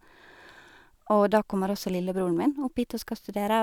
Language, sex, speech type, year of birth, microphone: Norwegian, female, spontaneous, 1985, Sennheiser